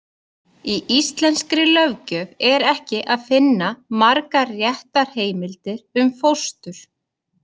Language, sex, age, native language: Icelandic, female, 30-39, Icelandic